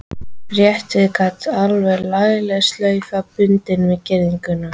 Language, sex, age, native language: Icelandic, female, 13, Icelandic